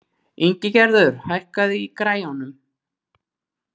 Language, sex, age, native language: Icelandic, female, 40-49, Icelandic